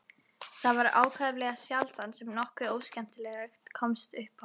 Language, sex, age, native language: Icelandic, female, 11, Icelandic